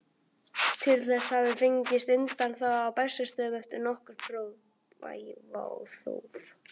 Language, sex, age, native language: Icelandic, other, 12, Icelandic